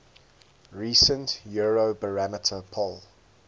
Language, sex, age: English, male, 19